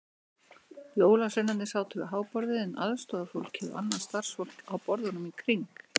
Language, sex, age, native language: Icelandic, male, 60-69, Icelandic